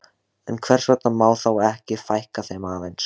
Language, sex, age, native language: Icelandic, male, 16, Icelandic